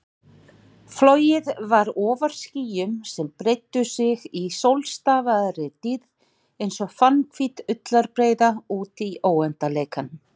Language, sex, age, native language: Icelandic, male, 40-49, Icelandic